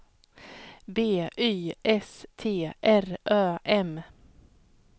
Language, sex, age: Swedish, female, 31